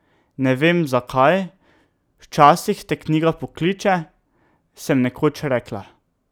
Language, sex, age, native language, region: Slovenian, male, 18-29, Slovenian, Drava region